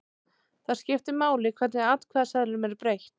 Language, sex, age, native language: Icelandic, female, 30-39, Icelandic